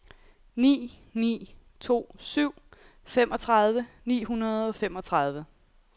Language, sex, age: Danish, female, 28